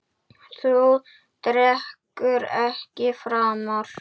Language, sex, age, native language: Icelandic, male, 8, Icelandic